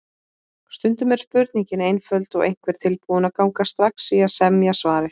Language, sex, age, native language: Icelandic, female, 20-29, Icelandic